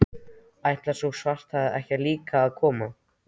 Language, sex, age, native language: Icelandic, male, 13, Icelandic